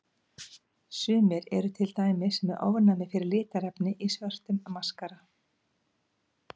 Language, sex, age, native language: Icelandic, female, 50-59, Icelandic